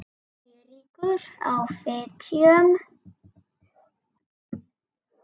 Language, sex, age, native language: Icelandic, female, 7, Icelandic